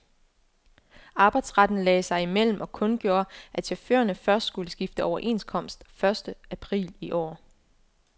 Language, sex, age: Danish, female, 24